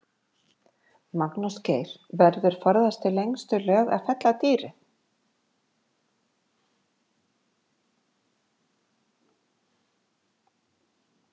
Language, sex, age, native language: Icelandic, female, 50-59, Icelandic